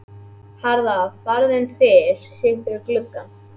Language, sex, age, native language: Icelandic, male, 11, Icelandic